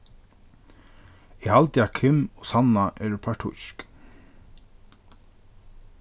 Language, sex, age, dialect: Faroese, male, 36-60, Norðurstreymoy/Eysturoy